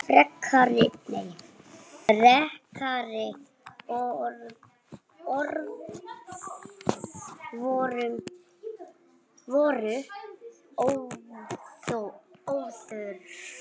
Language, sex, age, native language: Icelandic, male, 9, Icelandic